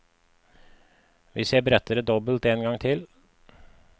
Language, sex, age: Norwegian, male, 53